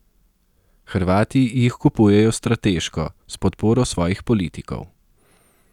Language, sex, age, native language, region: Slovenian, male, 30-49, Slovenian, Southeast Slovenia